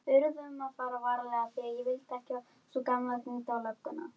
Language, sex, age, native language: Icelandic, female, 10, Icelandic